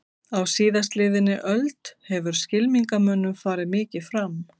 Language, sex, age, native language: Icelandic, female, 50-59, Icelandic